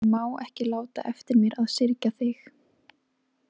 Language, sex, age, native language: Icelandic, female, 20-29, Icelandic